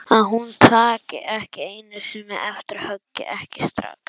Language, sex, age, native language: Icelandic, male, 11, Icelandic